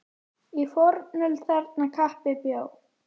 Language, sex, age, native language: Icelandic, female, 10, Icelandic